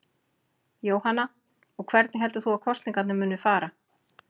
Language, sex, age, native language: Icelandic, female, 40-49, Icelandic